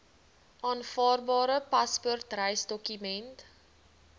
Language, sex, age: Afrikaans, female, 20